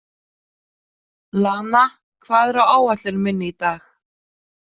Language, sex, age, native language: Icelandic, female, 40-49, Icelandic